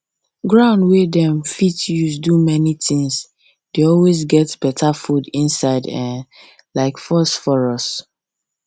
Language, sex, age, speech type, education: Nigerian Pidgin, female, 15-29, spontaneous, secondary